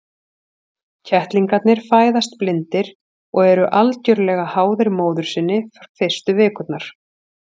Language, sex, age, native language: Icelandic, female, 40-49, Icelandic